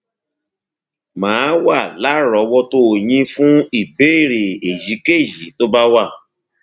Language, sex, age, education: Yoruba, male, 30-45, tertiary